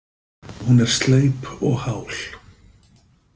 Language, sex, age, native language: Icelandic, male, 50-59, Icelandic